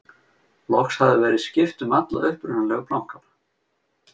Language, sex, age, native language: Icelandic, male, 50-59, Icelandic